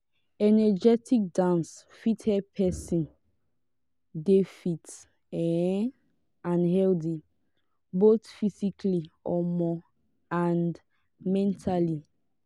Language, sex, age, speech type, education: Nigerian Pidgin, female, 15-29, spontaneous, tertiary